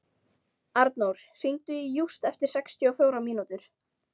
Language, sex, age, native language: Icelandic, female, 13, Icelandic